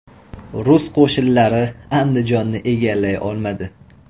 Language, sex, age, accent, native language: Uzbek, male, 25-34, Toshkent viloyati, Uzbek